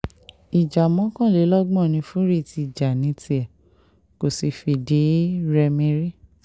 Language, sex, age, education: Yoruba, female, 30-45, tertiary